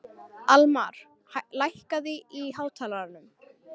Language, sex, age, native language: Icelandic, female, 13, Icelandic